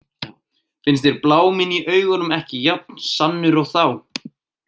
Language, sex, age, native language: Icelandic, male, 18-19, Icelandic